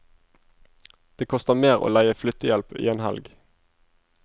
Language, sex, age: Norwegian, male, 25